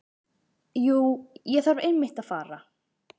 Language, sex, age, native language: Icelandic, female, 30-39, Icelandic